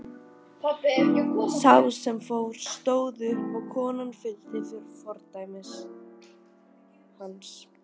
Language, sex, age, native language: Icelandic, female, 12, Icelandic